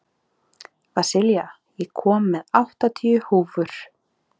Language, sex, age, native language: Icelandic, female, 30-39, Icelandic